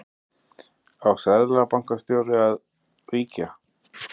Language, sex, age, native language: Icelandic, male, 30-39, Icelandic